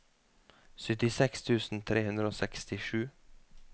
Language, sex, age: Norwegian, male, 33